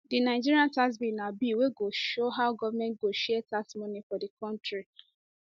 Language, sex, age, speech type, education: Nigerian Pidgin, female, 15-29, spontaneous, tertiary